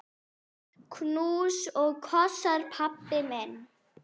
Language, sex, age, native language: Icelandic, female, 8, Icelandic